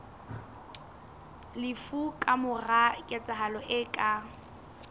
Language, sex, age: Southern Sotho, female, 20